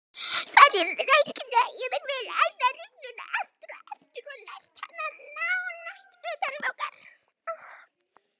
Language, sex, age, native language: Icelandic, male, 18-19, Icelandic